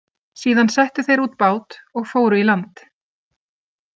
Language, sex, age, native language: Icelandic, female, 30-39, Icelandic